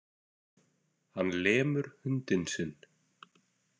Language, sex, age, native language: Icelandic, male, 40-49, Icelandic